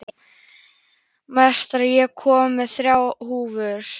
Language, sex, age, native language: Icelandic, female, 13, Icelandic